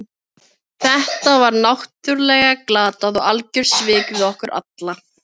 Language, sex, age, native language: Icelandic, female, 15, Filipino